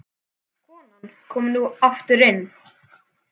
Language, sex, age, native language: Icelandic, male, 10, Icelandic